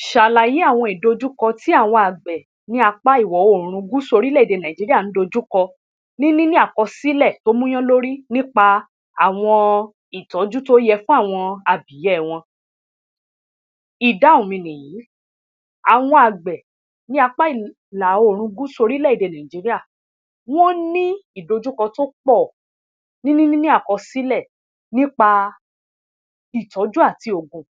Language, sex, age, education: Yoruba, female, 30-45, tertiary